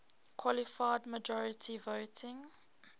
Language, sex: English, female